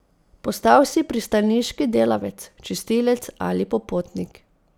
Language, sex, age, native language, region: Slovenian, female, 30-49, Slovenian, Posavska region